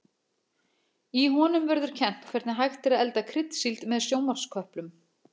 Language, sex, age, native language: Icelandic, female, 40-49, Icelandic